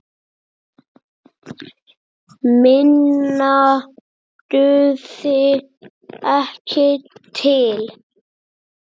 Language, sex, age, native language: Icelandic, male, 6, Icelandic